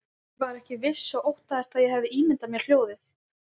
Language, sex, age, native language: Icelandic, female, 20-29, Icelandic